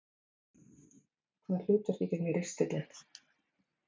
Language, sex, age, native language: Icelandic, female, 30-39, Icelandic